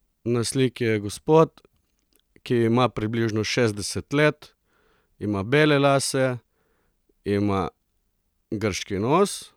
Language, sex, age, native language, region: Slovenian, male, 30-49, Slovenian, Coastal Karst region